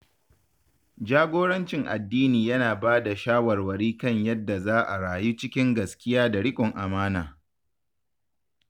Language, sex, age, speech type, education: Hausa, male, 15-29, read, tertiary